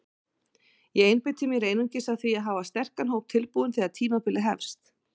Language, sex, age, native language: Icelandic, female, 40-49, Icelandic